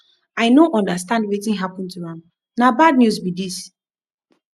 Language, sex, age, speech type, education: Nigerian Pidgin, female, 15-29, spontaneous, tertiary